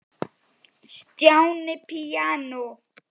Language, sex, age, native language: Icelandic, female, 10, Icelandic